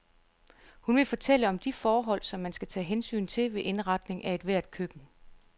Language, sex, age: Danish, female, 34